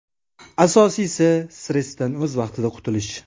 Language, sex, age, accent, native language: Uzbek, male, 18-24, Samarqand, Uzbek